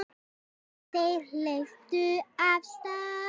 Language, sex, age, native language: Icelandic, female, 9, Icelandic